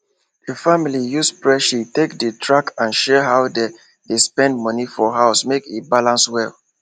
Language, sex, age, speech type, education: Nigerian Pidgin, male, 15-29, spontaneous, tertiary